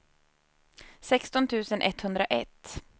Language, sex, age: Swedish, female, 30